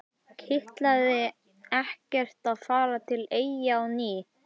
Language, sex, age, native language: Icelandic, male, 11, Icelandic